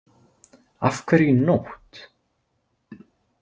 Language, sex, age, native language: Icelandic, male, 20-29, Icelandic